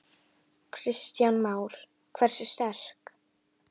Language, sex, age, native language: Icelandic, female, 10, Icelandic